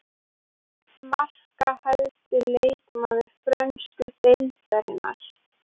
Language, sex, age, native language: Icelandic, female, 18-19, Icelandic